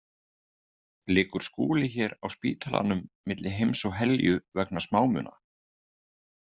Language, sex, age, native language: Icelandic, male, 50-59, Icelandic